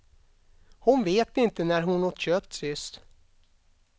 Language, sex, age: Swedish, male, 32